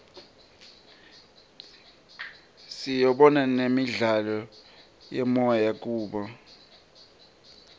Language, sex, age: Swati, male, 23